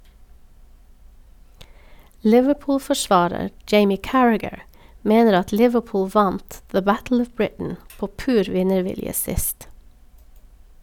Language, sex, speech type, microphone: Norwegian, female, read, Sennheiser